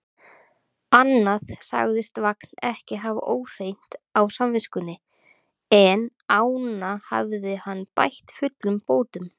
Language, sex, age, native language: Icelandic, female, 30-39, Icelandic